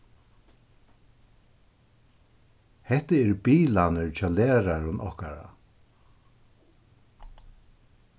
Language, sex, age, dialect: Faroese, male, 61+, Suðuroy